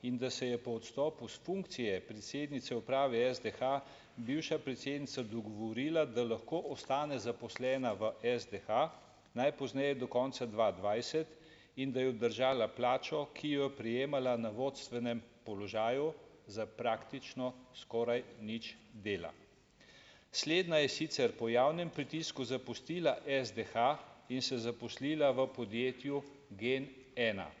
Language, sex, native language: Slovenian, male, Slovenian